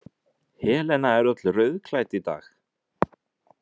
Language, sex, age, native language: Icelandic, male, 20-29, Icelandic